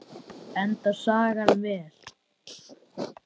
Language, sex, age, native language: Icelandic, male, 10, Icelandic